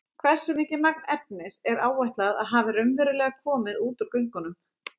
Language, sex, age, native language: Icelandic, female, 30-39, Icelandic